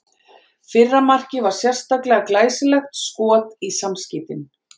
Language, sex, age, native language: Icelandic, female, 40-49, Icelandic